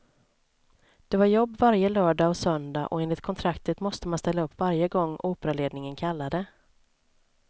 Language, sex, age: Swedish, female, 29